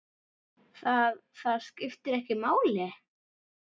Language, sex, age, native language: Icelandic, female, 10, Icelandic